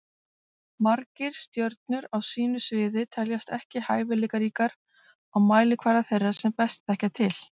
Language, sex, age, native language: Icelandic, female, 40-49, Icelandic